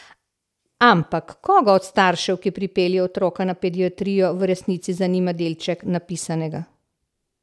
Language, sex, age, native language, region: Slovenian, female, 60+, Slovenian, Central Slovenia